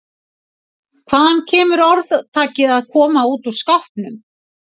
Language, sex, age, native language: Icelandic, female, 60-69, Icelandic